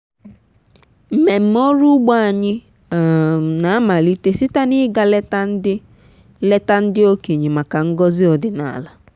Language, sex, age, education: Igbo, female, 15-29, tertiary